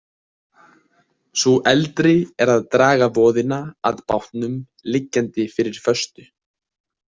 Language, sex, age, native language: Icelandic, male, 20-29, Icelandic